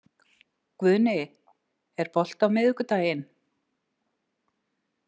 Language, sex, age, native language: Icelandic, female, 60-69, Icelandic